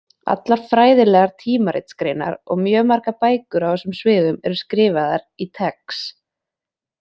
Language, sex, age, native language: Icelandic, female, 20-29, Icelandic